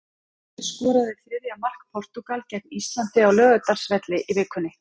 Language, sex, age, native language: Icelandic, female, 30-39, Icelandic